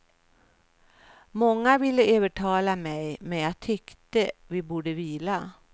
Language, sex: Swedish, female